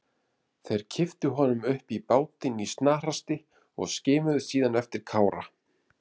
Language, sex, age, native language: Icelandic, male, 30-39, Icelandic